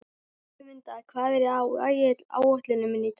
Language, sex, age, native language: Icelandic, female, 12, Icelandic